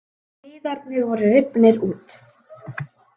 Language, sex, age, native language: Icelandic, female, 18-19, Icelandic